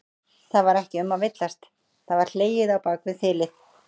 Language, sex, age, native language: Icelandic, female, 30-39, Icelandic